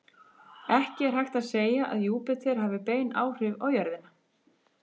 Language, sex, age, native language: Icelandic, female, 30-39, Icelandic